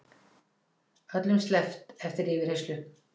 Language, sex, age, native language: Icelandic, female, 60-69, Icelandic